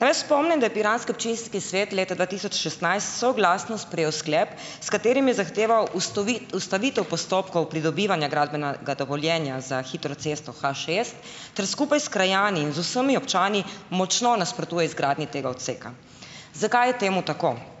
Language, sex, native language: Slovenian, female, Slovenian